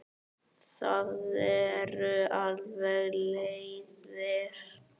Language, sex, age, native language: Icelandic, female, 9, Icelandic